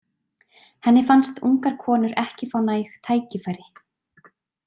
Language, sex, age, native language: Icelandic, female, 20-29, Icelandic